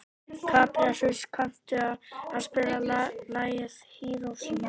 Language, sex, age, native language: Icelandic, male, 18-19, Icelandic